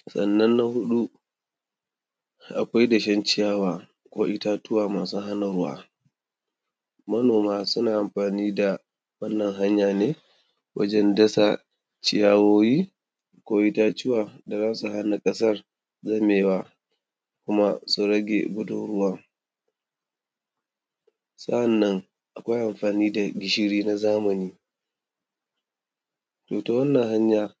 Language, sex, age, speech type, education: Hausa, male, 30-45, spontaneous, tertiary